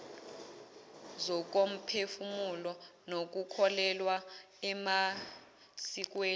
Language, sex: Zulu, female